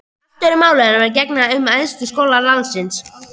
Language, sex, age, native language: Icelandic, female, 13, Icelandic